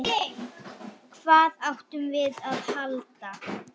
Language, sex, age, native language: Icelandic, female, 9, Icelandic